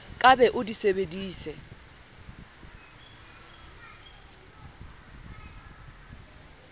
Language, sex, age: Southern Sotho, female, 27